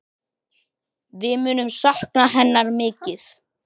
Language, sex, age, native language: Icelandic, male, 10, Icelandic